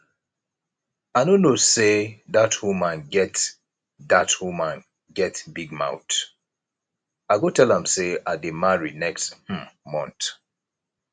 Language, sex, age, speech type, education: Nigerian Pidgin, male, 30-45, spontaneous, tertiary